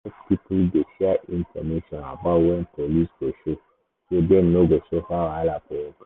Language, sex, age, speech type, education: Nigerian Pidgin, male, 15-29, spontaneous, secondary